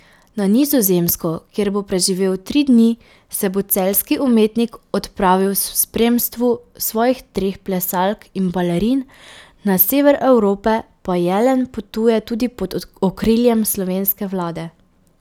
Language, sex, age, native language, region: Slovenian, female, 18-29, Slovenian, Pomurje region